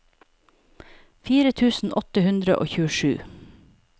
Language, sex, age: Norwegian, female, 48